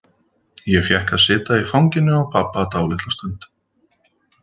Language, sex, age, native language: Icelandic, male, 40-49, Icelandic